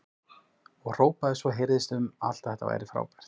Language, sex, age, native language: Icelandic, male, 40-49, Icelandic